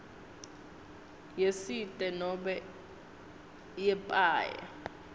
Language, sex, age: Swati, female, 19